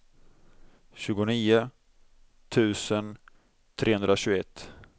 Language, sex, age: Swedish, male, 26